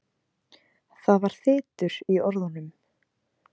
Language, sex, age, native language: Icelandic, female, 20-29, Icelandic